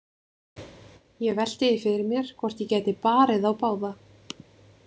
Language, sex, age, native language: Icelandic, female, 20-29, Icelandic